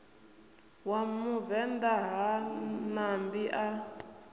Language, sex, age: Venda, female, 28